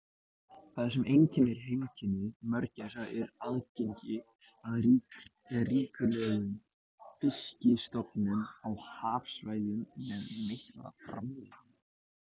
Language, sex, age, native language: Icelandic, male, 18-19, Icelandic